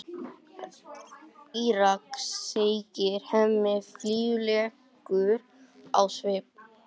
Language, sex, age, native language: Icelandic, male, 18-19, English